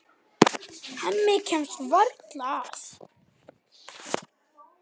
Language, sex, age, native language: Icelandic, other, 9, Icelandic